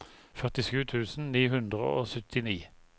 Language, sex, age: Norwegian, male, 51